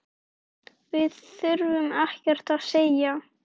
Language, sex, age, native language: Icelandic, female, 9, Icelandic